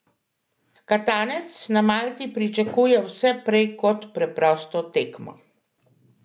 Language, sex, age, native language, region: Slovenian, female, 50-59, Slovenian, Central Slovenia